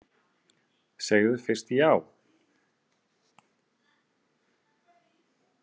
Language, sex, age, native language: Icelandic, male, 30-39, Icelandic